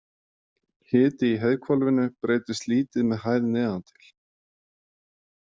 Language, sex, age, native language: Icelandic, male, 40-49, Icelandic